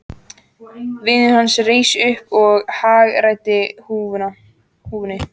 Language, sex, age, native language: Icelandic, female, 14, Icelandic